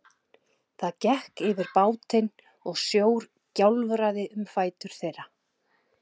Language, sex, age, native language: Icelandic, male, 11, Icelandic